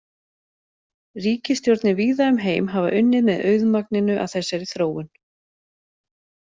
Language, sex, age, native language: Icelandic, female, 40-49, Icelandic